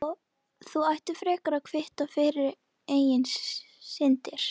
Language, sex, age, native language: Icelandic, female, 11, Icelandic